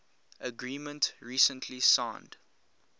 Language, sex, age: English, male, 22